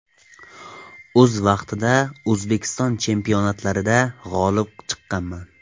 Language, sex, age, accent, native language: Uzbek, male, 18-24, Toshkent viloyati, Tajik